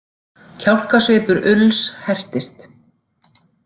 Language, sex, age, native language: Icelandic, female, 40-49, Icelandic